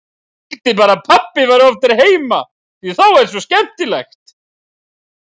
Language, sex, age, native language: Icelandic, male, 30-39, Icelandic